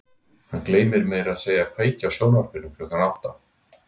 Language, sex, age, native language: Icelandic, male, 60-69, Icelandic